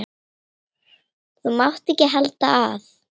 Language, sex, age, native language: Icelandic, female, 9, Icelandic